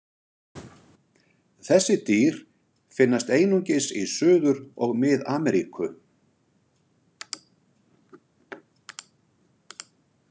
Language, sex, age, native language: Icelandic, male, 60-69, Icelandic